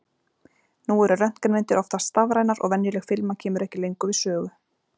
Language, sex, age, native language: Icelandic, female, 40-49, Icelandic